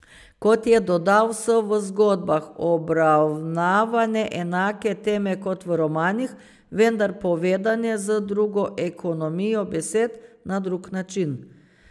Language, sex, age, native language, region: Slovenian, female, 50-59, Slovenian, Savinja region